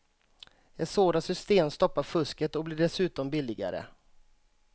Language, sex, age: Swedish, male, 35